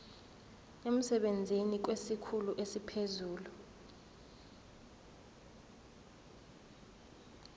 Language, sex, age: Zulu, female, 24